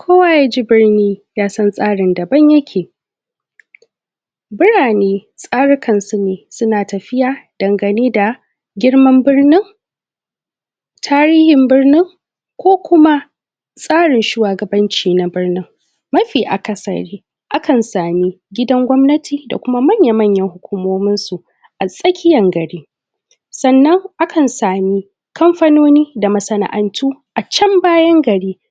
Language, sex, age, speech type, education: Hausa, male, 15-29, spontaneous, tertiary